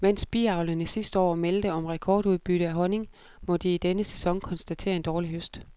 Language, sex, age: Danish, female, 32